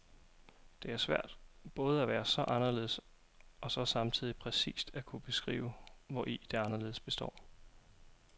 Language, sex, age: Danish, male, 27